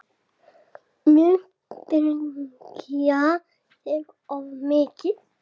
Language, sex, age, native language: Icelandic, female, 40-49, Icelandic